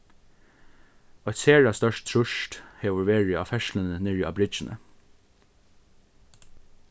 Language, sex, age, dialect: Faroese, male, 15-35, Norðurstreymoy/Eysturoy